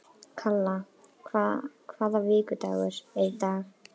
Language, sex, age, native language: Icelandic, female, 12, Icelandic